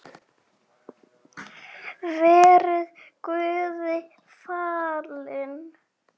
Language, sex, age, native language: Icelandic, male, 6, Icelandic